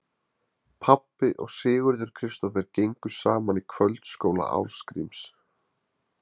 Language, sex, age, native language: Icelandic, male, 20-29, Icelandic